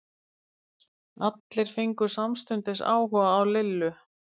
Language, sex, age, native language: Icelandic, female, 50-59, Icelandic